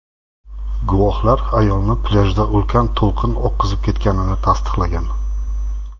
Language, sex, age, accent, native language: Uzbek, male, 40-49, Jizzax, Uzbek